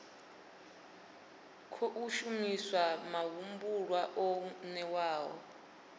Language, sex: Venda, female